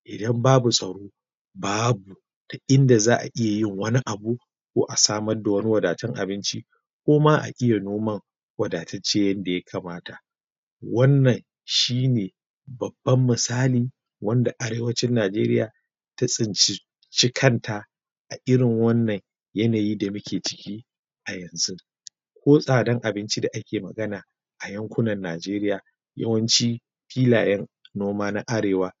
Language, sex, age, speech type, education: Hausa, male, 30-45, spontaneous, primary